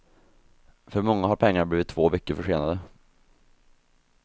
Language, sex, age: Swedish, male, 24